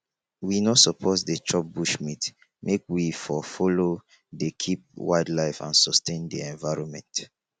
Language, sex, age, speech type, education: Nigerian Pidgin, male, 15-29, spontaneous, tertiary